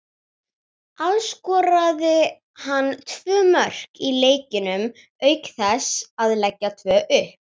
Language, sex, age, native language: Icelandic, female, 40-49, Icelandic